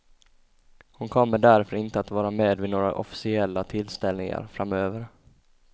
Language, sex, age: Swedish, male, 20